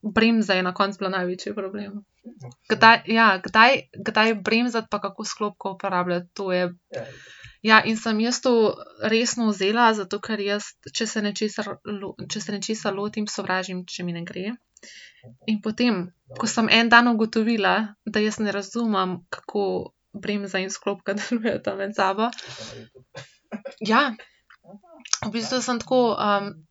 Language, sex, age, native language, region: Slovenian, female, 18-29, Slovenian, Central Slovenia